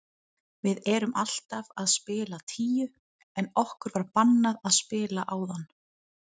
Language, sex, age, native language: Icelandic, female, 30-39, Icelandic